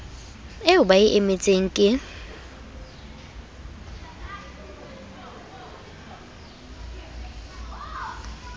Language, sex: Southern Sotho, female